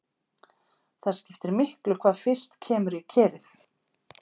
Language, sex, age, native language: Icelandic, female, 50-59, Icelandic